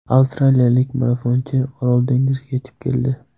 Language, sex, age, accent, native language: Uzbek, male, 12-17, Samarqand, Uzbek